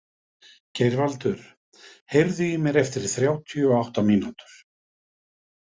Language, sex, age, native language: Icelandic, male, 50-59, Icelandic